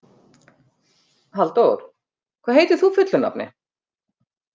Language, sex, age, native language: Icelandic, female, 50-59, Icelandic